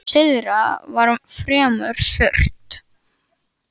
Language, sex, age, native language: Icelandic, male, 9, Icelandic